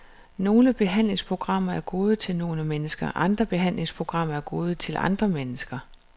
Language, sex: Danish, female